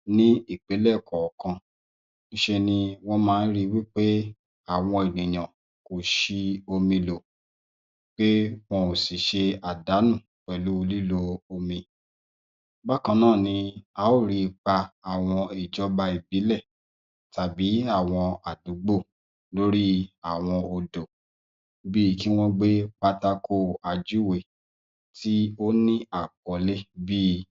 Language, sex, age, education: Yoruba, male, 30-45, tertiary